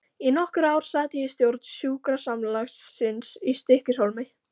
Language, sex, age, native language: Icelandic, female, 14, Icelandic